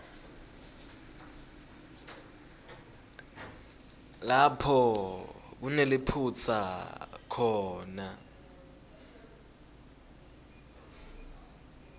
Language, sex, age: Swati, male, 20